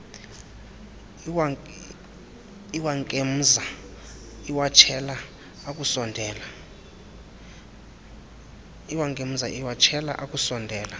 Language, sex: Xhosa, male